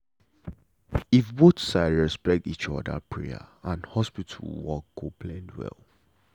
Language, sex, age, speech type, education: Nigerian Pidgin, male, 15-29, spontaneous, tertiary